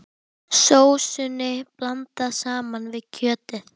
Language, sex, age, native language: Icelandic, female, 10, Icelandic